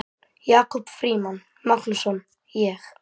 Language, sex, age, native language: Icelandic, male, 12, Icelandic